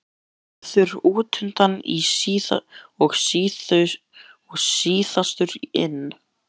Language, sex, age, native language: Icelandic, male, 11, Icelandic